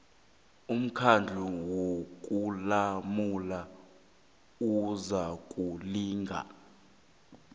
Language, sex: South Ndebele, male